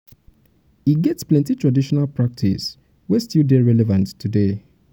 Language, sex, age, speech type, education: Nigerian Pidgin, male, 30-45, spontaneous, tertiary